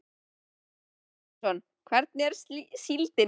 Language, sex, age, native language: Icelandic, male, 13, Icelandic